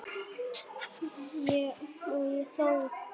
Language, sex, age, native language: Icelandic, female, 9, Icelandic